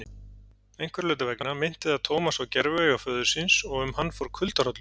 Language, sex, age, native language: Icelandic, male, 40-49, Icelandic